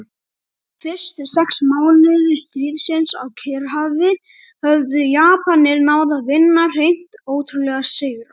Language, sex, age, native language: Icelandic, female, 30-39, Icelandic